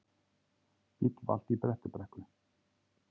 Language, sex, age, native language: Icelandic, male, 30-39, Icelandic